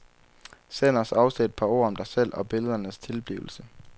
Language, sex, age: Danish, male, 23